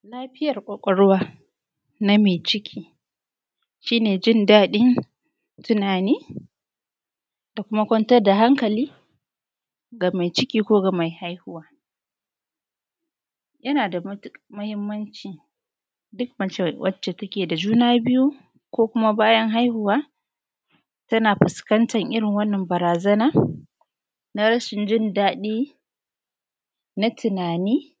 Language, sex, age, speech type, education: Hausa, female, 30-45, spontaneous, tertiary